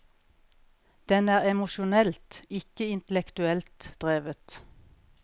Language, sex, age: Norwegian, female, 41